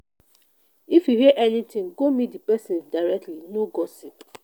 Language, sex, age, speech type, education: Nigerian Pidgin, female, 30-45, spontaneous, tertiary